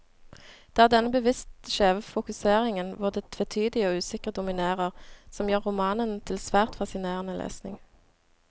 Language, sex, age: Norwegian, female, 26